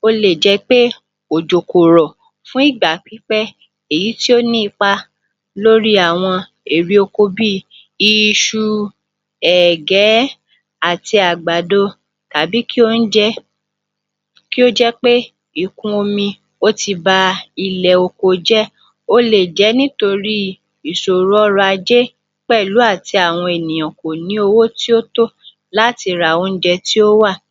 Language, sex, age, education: Yoruba, female, 46-60, tertiary